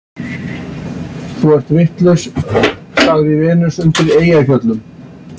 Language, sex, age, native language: Icelandic, male, 60-69, Icelandic